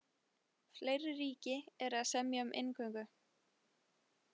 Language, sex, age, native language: Icelandic, female, 20-29, Icelandic